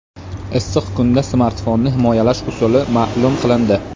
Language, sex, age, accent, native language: Uzbek, male, 25-34, Qashqadaryo, Uzbek